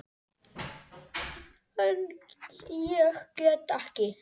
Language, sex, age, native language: Icelandic, male, 8, Icelandic